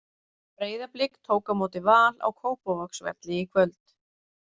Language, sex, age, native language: Icelandic, female, 40-49, Icelandic